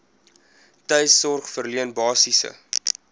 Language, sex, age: Afrikaans, male, 20